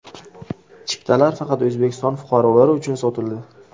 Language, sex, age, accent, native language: Uzbek, male, 18-24, Buxoro, Uzbek